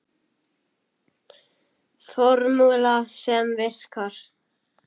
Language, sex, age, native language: Icelandic, male, 9, Icelandic